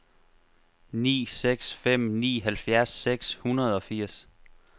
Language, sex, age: Danish, male, 25